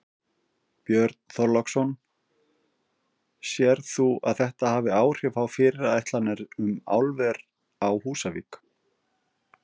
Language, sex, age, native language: Icelandic, male, 50-59, Icelandic